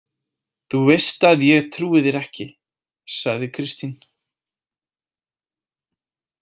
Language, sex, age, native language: Icelandic, male, 18-19, Icelandic